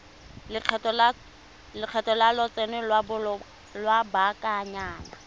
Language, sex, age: Tswana, female, 25